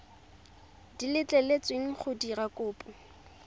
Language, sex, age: Tswana, female, 23